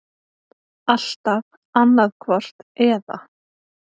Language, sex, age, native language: Icelandic, female, 20-29, Icelandic